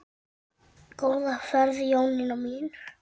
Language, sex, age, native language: Icelandic, female, 7, Icelandic